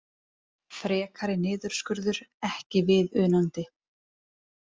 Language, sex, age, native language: Icelandic, female, 30-39, Icelandic